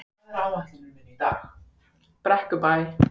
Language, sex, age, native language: Icelandic, female, 18-19, Icelandic